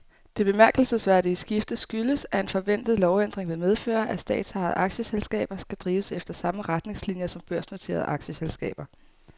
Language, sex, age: Danish, female, 18